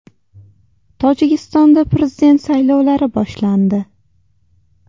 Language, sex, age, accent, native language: Uzbek, female, 19-29, Toshkent shahri, Uzbek